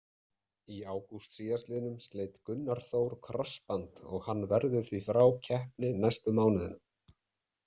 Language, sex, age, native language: Icelandic, male, 30-39, Icelandic